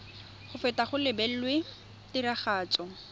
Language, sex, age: Tswana, female, 21